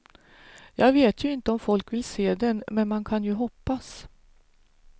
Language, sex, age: Swedish, female, 49